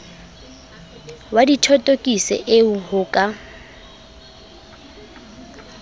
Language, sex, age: Southern Sotho, female, 22